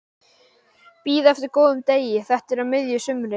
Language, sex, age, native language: Icelandic, male, 12, Icelandic